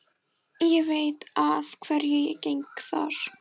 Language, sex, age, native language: Icelandic, female, 14, Icelandic